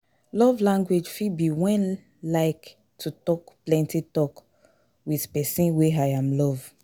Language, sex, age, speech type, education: Nigerian Pidgin, female, 30-45, spontaneous, tertiary